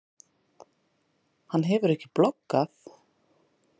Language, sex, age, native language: Icelandic, female, 30-39, Icelandic